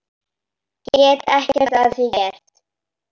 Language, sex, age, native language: Icelandic, male, 10, Icelandic